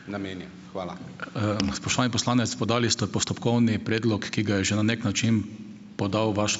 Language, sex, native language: Slovenian, male, Slovenian